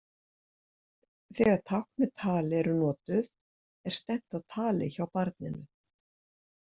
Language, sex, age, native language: Icelandic, female, 60-69, Icelandic